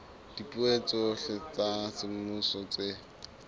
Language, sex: Southern Sotho, male